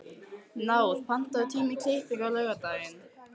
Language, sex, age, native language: Icelandic, female, 15, Icelandic